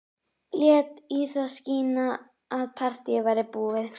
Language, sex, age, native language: Icelandic, female, 11, Icelandic